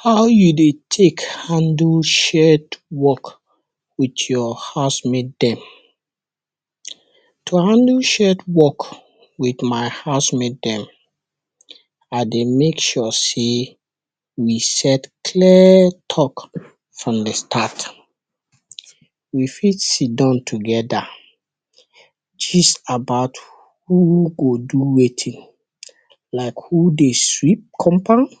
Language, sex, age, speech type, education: Nigerian Pidgin, male, 60+, spontaneous, tertiary